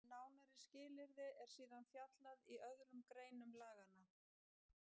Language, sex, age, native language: Icelandic, female, 50-59, Icelandic